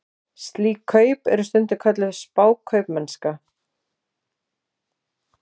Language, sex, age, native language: Icelandic, female, 40-49, Icelandic